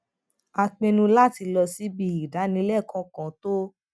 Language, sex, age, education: Yoruba, female, 15-29, tertiary